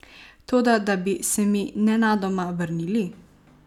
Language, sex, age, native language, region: Slovenian, female, 18-29, Slovenian, Savinja region